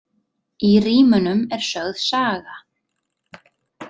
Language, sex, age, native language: Icelandic, female, 30-39, Icelandic